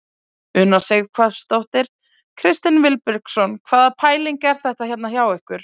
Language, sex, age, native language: Icelandic, female, 20-29, Icelandic